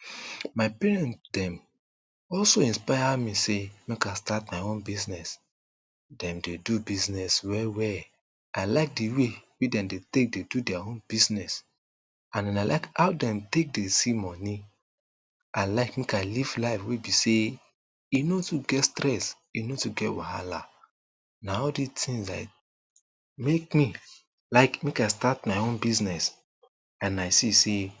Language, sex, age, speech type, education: Nigerian Pidgin, male, 30-45, spontaneous, tertiary